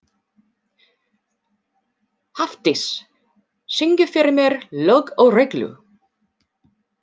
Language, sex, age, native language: Icelandic, female, 40-49, English